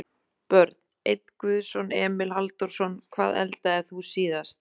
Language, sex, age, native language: Icelandic, female, 30-39, Icelandic